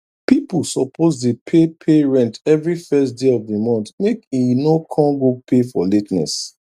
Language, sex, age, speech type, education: Nigerian Pidgin, male, 30-45, spontaneous, tertiary